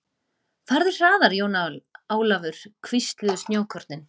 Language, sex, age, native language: Icelandic, female, 40-49, Icelandic